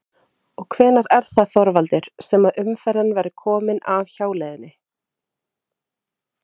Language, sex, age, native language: Icelandic, female, 30-39, Icelandic